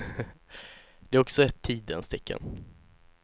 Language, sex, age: Swedish, male, 16